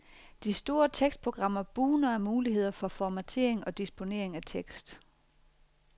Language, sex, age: Danish, female, 40